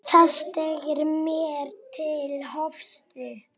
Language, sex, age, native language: Icelandic, female, 7, Polish